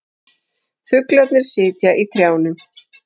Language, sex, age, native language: Icelandic, female, 40-49, Icelandic